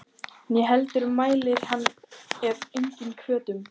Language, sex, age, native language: Icelandic, female, 14, Icelandic